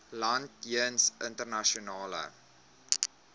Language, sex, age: Afrikaans, male, 21